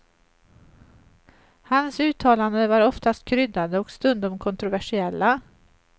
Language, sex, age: Swedish, female, 38